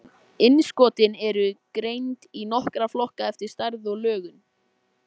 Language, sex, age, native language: Icelandic, male, 14, Icelandic